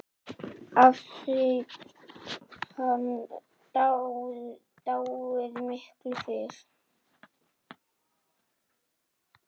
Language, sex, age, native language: Icelandic, male, 9, Icelandic